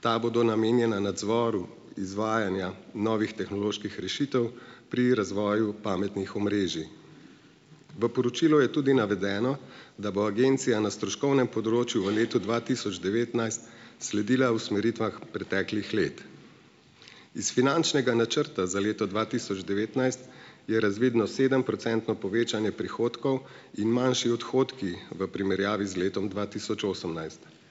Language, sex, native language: Slovenian, male, Slovenian